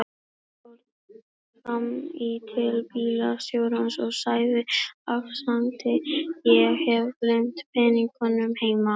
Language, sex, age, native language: Icelandic, female, 18-19, Icelandic